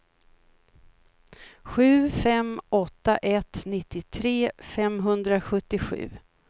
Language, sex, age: Swedish, female, 56